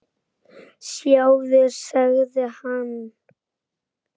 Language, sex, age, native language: Icelandic, female, 8, Icelandic